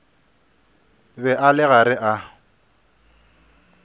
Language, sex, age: Northern Sotho, male, 26